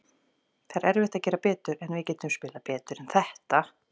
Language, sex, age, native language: Icelandic, female, 40-49, Icelandic